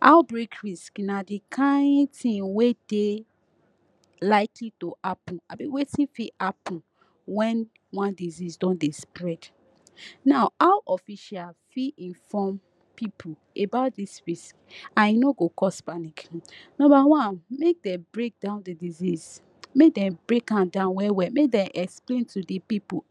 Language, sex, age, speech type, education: Nigerian Pidgin, female, 15-29, spontaneous, tertiary